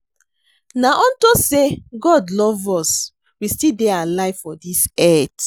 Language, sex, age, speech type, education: Nigerian Pidgin, female, 30-45, read, secondary